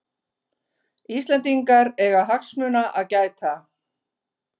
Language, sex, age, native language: Icelandic, female, 50-59, Icelandic